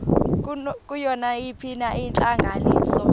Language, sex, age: Xhosa, female, 24